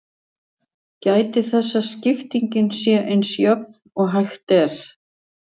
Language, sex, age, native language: Icelandic, female, 60-69, Icelandic